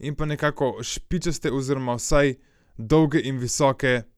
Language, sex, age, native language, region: Slovenian, male, 18-29, Slovenian, Gorenjska region